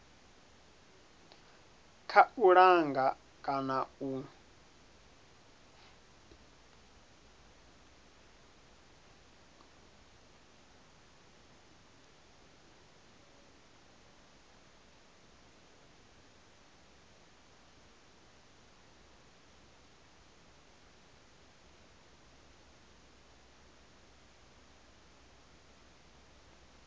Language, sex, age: Venda, male, 30